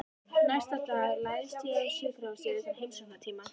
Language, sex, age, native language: Icelandic, female, 14, Icelandic